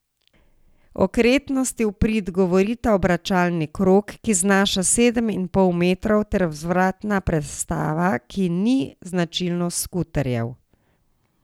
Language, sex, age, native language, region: Slovenian, female, 60+, Slovenian, Savinja region